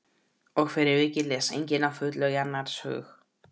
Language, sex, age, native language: Icelandic, male, 12, Icelandic